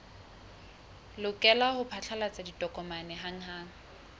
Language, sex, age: Southern Sotho, female, 20